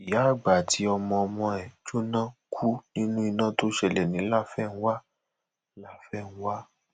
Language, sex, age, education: Yoruba, male, 15-29, tertiary